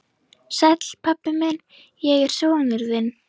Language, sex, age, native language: Icelandic, female, 11, Icelandic